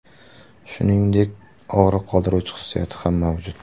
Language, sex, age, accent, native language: Uzbek, male, 18-24, Surxondaryo, Uzbek